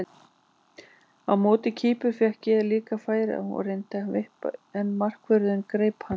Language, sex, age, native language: Icelandic, female, 40-49, Icelandic